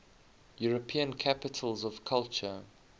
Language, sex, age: English, male, 21